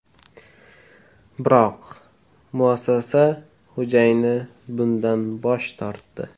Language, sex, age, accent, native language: Uzbek, male, 18-24, Namangan, Uzbek